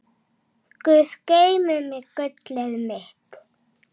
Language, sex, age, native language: Icelandic, female, 6, Icelandic